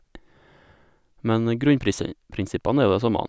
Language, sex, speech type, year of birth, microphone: Norwegian, male, spontaneous, 1987, Sennheiser